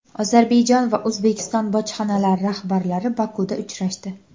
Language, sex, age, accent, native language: Uzbek, female, under 19, Andijon, Uzbek